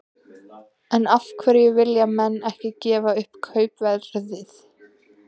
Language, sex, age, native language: Icelandic, female, 20-29, Icelandic